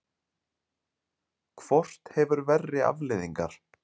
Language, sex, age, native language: Icelandic, male, 30-39, Icelandic